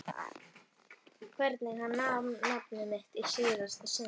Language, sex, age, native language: Icelandic, female, 11, Icelandic